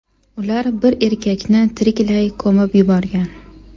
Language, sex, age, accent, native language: Uzbek, female, 18-24, Toshkent shahri, Uzbek